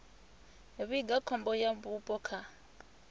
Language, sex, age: Venda, female, 26